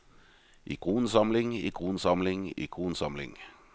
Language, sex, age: Norwegian, male, 38